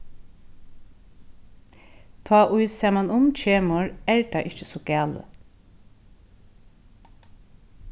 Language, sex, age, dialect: Faroese, female, 36-60, Norðurstreymoy/Eysturoy